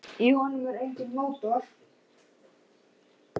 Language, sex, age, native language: Icelandic, male, 10, Icelandic